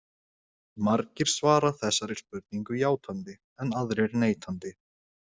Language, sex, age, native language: Icelandic, male, 20-29, Icelandic